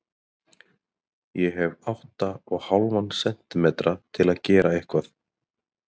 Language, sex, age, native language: Icelandic, male, 30-39, Icelandic